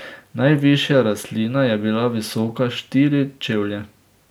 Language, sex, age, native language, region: Slovenian, male, 18-29, Slovenian, Drava region